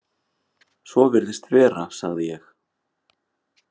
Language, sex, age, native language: Icelandic, male, 30-39, Icelandic